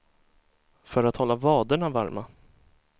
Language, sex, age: Swedish, male, 23